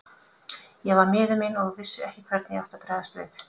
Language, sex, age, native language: Icelandic, female, 50-59, Icelandic